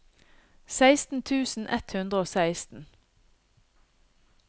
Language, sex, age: Norwegian, female, 50